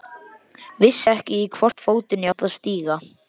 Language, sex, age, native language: Icelandic, male, 12, Icelandic